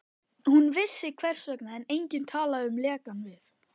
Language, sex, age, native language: Icelandic, male, 11, Icelandic